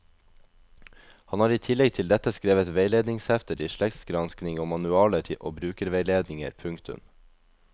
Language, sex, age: Norwegian, male, 22